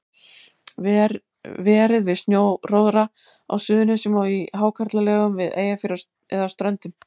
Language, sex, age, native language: Icelandic, female, 50-59, Icelandic